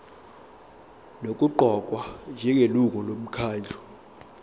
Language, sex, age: Zulu, male, 21